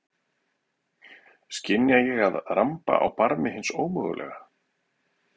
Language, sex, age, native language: Icelandic, male, 40-49, Icelandic